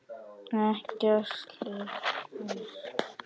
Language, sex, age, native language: Icelandic, female, 10, Icelandic